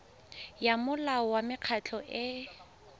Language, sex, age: Tswana, female, 20